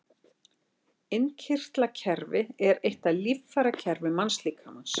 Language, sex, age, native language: Icelandic, female, 60-69, Icelandic